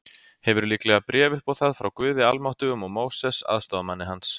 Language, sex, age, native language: Icelandic, male, 30-39, Icelandic